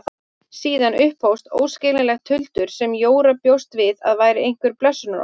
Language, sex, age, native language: Icelandic, female, 30-39, Icelandic